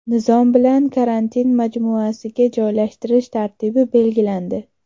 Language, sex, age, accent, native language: Uzbek, female, 18-24, Toshkent shahri, Uzbek